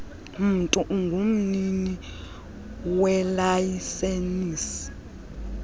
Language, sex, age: Xhosa, female, 23